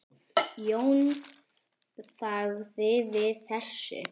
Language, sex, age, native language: Icelandic, male, 10, Icelandic